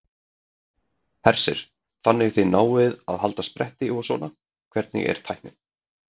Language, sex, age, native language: Icelandic, male, 30-39, Icelandic